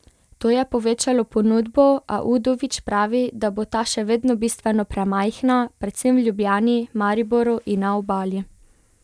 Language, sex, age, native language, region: Slovenian, female, 18-29, Slovenian, Pomurje region